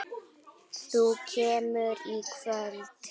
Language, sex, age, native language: Icelandic, female, 10, Icelandic